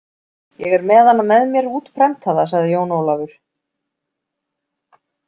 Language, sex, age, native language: Icelandic, female, 40-49, Icelandic